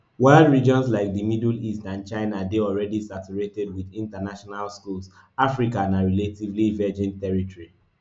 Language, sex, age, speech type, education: Nigerian Pidgin, male, 15-29, spontaneous, tertiary